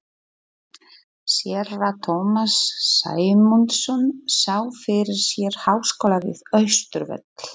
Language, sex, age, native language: Icelandic, female, 40-49, Polish